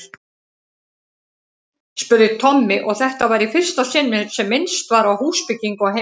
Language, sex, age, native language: Icelandic, female, 50-59, Icelandic